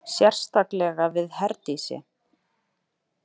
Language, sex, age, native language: Icelandic, female, 30-39, Icelandic